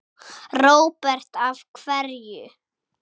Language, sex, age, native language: Icelandic, male, 6, Icelandic